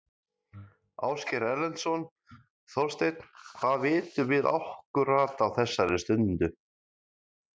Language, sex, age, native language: Icelandic, male, 30-39, Icelandic